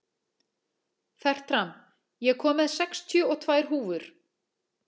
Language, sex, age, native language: Icelandic, female, 40-49, Icelandic